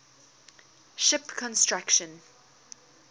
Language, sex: English, female